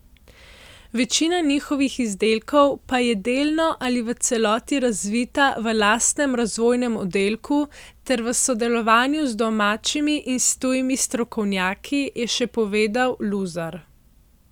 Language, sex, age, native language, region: Slovenian, female, 18-29, Slovenian, Central Slovenia